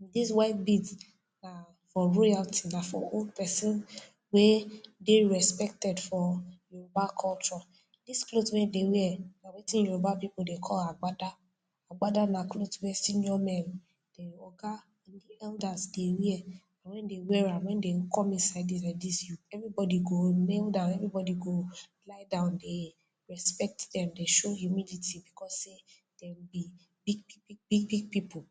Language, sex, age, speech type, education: Nigerian Pidgin, female, 15-29, spontaneous, tertiary